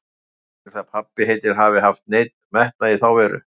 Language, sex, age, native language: Icelandic, male, 50-59, Icelandic